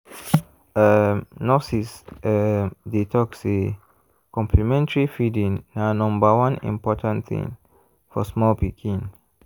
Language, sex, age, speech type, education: Nigerian Pidgin, male, 15-29, spontaneous, tertiary